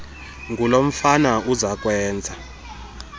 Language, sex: Xhosa, male